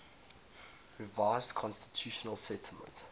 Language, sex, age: English, male, 22